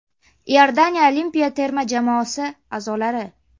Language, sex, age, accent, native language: Uzbek, female, under 19, Namangan, Uzbek